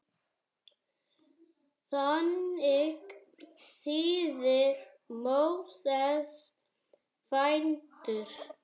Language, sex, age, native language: Icelandic, male, 7, Icelandic